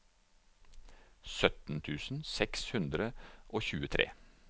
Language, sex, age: Norwegian, male, 49